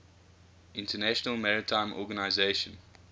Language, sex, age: English, male, 21